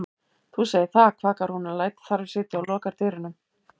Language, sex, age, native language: Icelandic, female, 70-79, Icelandic